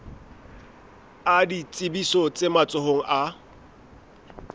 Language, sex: Southern Sotho, male